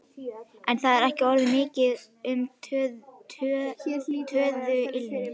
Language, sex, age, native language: Icelandic, female, 11, Icelandic